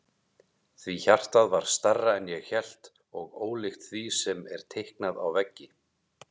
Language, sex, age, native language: Icelandic, male, 30-39, Icelandic